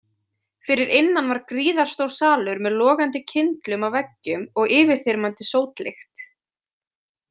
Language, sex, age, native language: Icelandic, female, 20-29, Icelandic